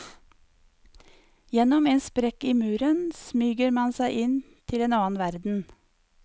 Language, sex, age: Norwegian, female, 54